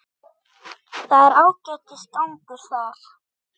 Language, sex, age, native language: Icelandic, male, 8, Icelandic